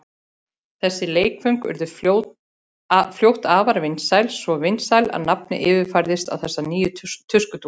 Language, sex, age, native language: Icelandic, female, 40-49, Icelandic